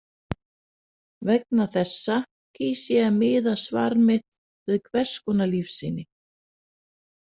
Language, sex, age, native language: Icelandic, female, 40-49, Danish